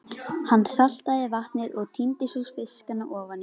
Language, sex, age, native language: Icelandic, female, 11, Icelandic